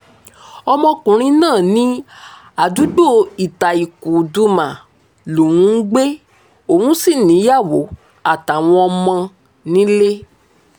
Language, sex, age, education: Yoruba, female, 15-29, tertiary